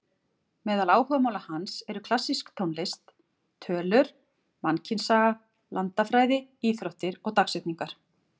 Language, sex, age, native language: Icelandic, female, 40-49, Icelandic